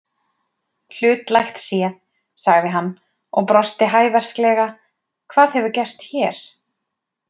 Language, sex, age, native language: Icelandic, female, 30-39, Icelandic